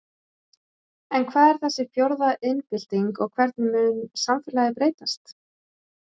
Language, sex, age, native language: Icelandic, female, 30-39, Icelandic